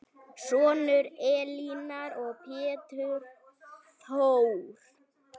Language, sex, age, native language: Icelandic, female, 9, Icelandic